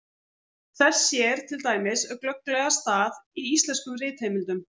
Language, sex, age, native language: Icelandic, female, 40-49, Icelandic